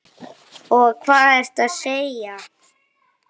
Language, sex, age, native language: Icelandic, male, 9, Icelandic